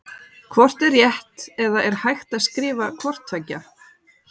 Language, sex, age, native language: Icelandic, female, 40-49, Icelandic